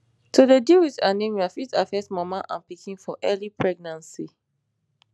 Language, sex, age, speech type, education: Nigerian Pidgin, female, 15-29, spontaneous, tertiary